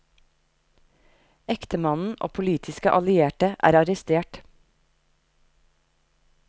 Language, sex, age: Norwegian, female, 30